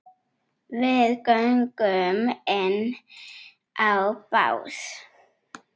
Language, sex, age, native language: Icelandic, other, 8, Icelandic